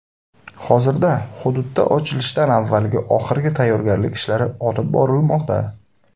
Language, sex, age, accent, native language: Uzbek, male, 19-29, Samarqand, Uzbek